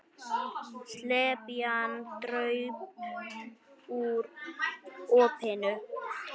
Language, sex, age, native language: Icelandic, female, 9, Icelandic